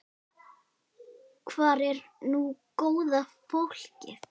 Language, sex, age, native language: Icelandic, female, 8, Icelandic